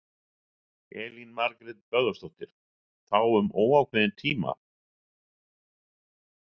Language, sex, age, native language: Icelandic, male, 60-69, Icelandic